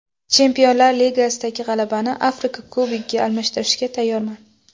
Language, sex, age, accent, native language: Uzbek, female, 18-24, Qashqadaryo, Uzbek